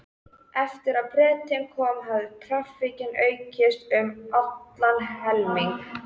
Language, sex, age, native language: Icelandic, female, 13, Icelandic